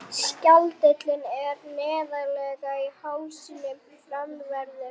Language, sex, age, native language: Icelandic, female, 18-19, Icelandic